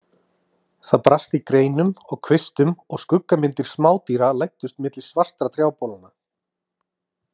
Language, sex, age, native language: Icelandic, male, 30-39, Icelandic